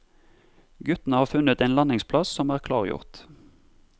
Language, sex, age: Norwegian, male, 32